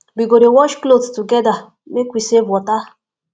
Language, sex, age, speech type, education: Nigerian Pidgin, female, 15-29, spontaneous, tertiary